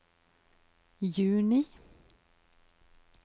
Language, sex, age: Norwegian, female, 43